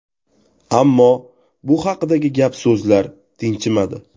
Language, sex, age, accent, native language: Uzbek, male, 18-24, Toshkent viloyati, Uzbek